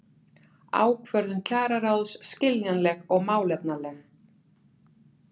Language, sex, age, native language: Icelandic, female, 40-49, Icelandic